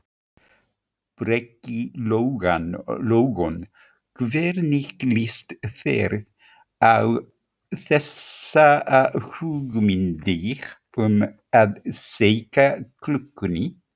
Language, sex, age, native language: Icelandic, male, 50-59, Icelandic